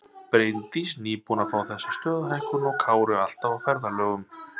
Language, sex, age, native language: Icelandic, male, 30-39, Icelandic